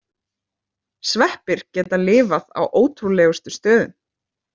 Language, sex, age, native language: Icelandic, female, 30-39, Icelandic